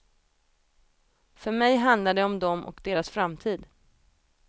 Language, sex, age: Swedish, female, 28